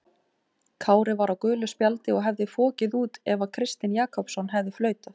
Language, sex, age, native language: Icelandic, female, 18-19, Icelandic